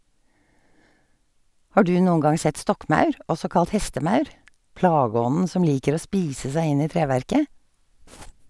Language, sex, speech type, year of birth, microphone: Norwegian, female, read, 1951, Sennheiser